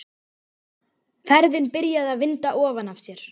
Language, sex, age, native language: Icelandic, female, 12, Icelandic